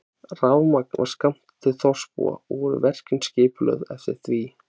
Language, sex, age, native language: Icelandic, male, 20-29, Icelandic